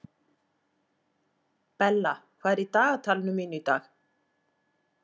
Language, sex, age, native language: Icelandic, female, 40-49, Icelandic